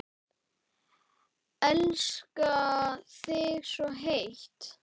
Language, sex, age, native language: Icelandic, male, 10, Icelandic